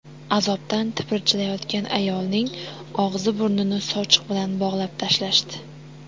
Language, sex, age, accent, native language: Uzbek, female, 18-24, Toshkent shahri, Uzbek